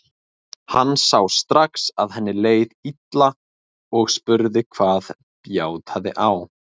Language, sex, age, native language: Icelandic, male, 20-29, Icelandic